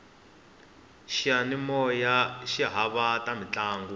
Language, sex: Tsonga, male